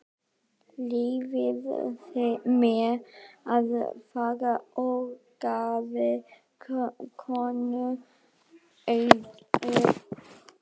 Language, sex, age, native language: Icelandic, female, 12, Icelandic